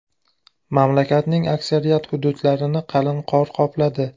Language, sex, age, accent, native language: Uzbek, male, 18-24, Namangan, Uzbek